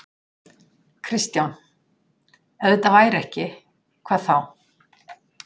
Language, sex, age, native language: Icelandic, female, 60-69, Icelandic